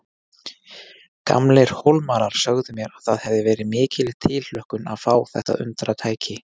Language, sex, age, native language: Icelandic, male, 40-49, Icelandic